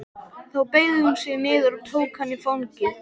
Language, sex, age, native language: Icelandic, male, 13, Icelandic